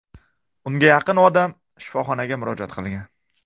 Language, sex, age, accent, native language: Uzbek, male, 18-24, Qashqadaryo, Uzbek